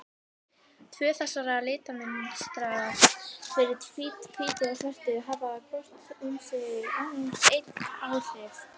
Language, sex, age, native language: Icelandic, female, 18-19, Icelandic